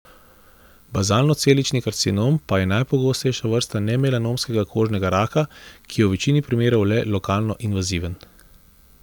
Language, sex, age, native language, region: Slovenian, male, 30-49, Slovenian, Central Slovenia